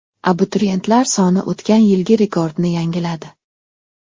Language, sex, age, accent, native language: Uzbek, male, 12-17, Namangan, Uzbek